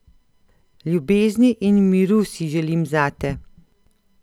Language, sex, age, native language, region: Slovenian, female, 50-59, Slovenian, Central Slovenia